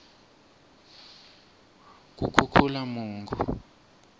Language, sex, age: South Ndebele, male, 22